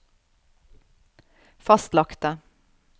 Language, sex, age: Norwegian, female, 38